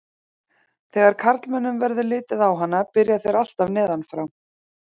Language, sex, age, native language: Icelandic, female, 30-39, Icelandic